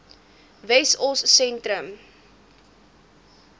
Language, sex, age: Afrikaans, female, 18